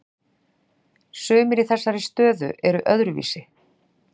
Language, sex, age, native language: Icelandic, female, 40-49, Icelandic